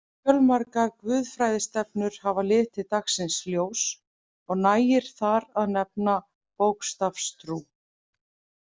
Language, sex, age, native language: Icelandic, female, 30-39, Icelandic